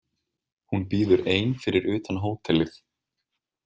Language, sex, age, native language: Icelandic, male, 20-29, Icelandic